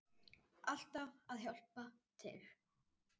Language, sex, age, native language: Icelandic, male, 10, Icelandic